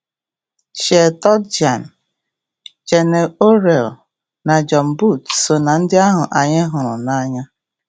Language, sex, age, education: Igbo, female, 46-60, tertiary